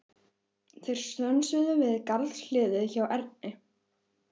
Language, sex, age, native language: Icelandic, female, 11, Icelandic